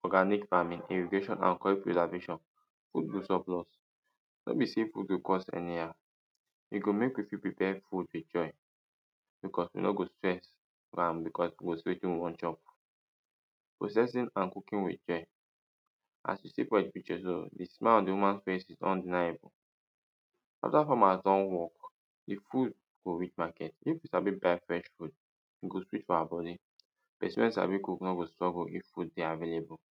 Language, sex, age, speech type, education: Nigerian Pidgin, male, 15-29, spontaneous, tertiary